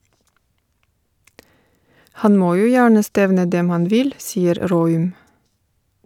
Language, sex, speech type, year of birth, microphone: Norwegian, female, read, 1970, Shure